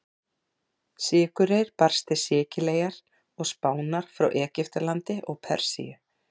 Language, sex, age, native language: Icelandic, female, 40-49, Icelandic